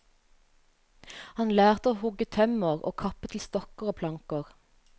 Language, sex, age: Norwegian, female, 35